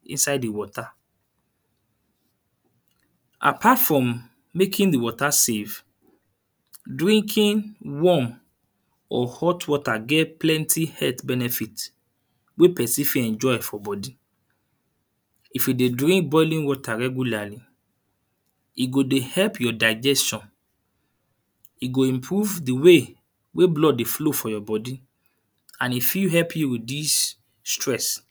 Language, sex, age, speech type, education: Nigerian Pidgin, male, 30-45, spontaneous, tertiary